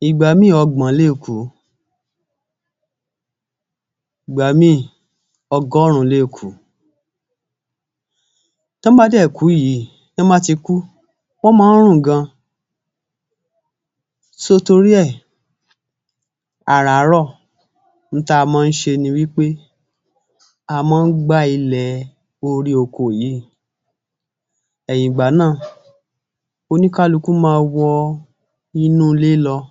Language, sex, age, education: Yoruba, male, 46-60, tertiary